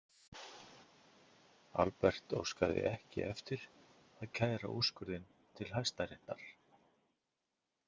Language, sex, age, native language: Icelandic, male, 50-59, Icelandic